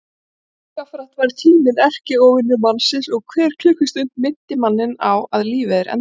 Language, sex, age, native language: Icelandic, female, 40-49, Icelandic